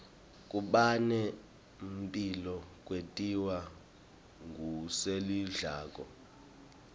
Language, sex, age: Swati, male, 24